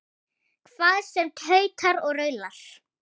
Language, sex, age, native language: Icelandic, female, 8, Icelandic